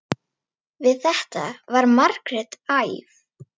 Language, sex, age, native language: Icelandic, female, 9, Icelandic